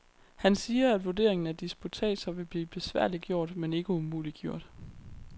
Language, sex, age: Danish, female, 23